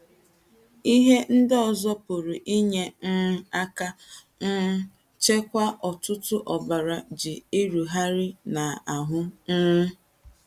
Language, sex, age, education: Igbo, female, 30-45, secondary